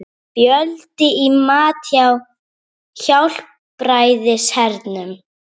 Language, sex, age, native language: Icelandic, female, 30-39, Icelandic